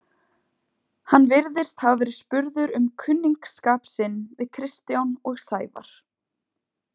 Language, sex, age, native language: Icelandic, female, 20-29, Icelandic